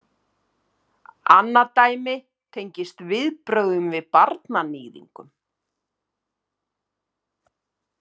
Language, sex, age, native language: Icelandic, female, 50-59, Icelandic